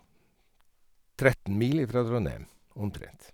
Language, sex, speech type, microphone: Norwegian, male, spontaneous, Sennheiser